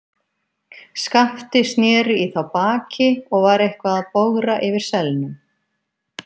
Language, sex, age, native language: Icelandic, female, 50-59, Icelandic